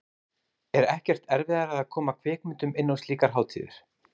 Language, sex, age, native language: Icelandic, male, 30-39, Icelandic